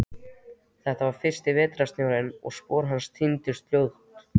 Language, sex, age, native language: Icelandic, male, 13, Icelandic